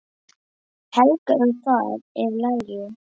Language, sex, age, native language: Icelandic, male, 9, Icelandic